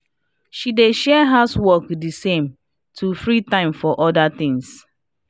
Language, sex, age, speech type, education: Nigerian Pidgin, female, 30-45, spontaneous, tertiary